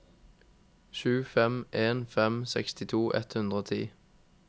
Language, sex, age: Norwegian, male, 21